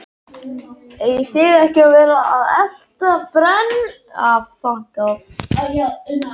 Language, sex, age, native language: Icelandic, male, 14, Icelandic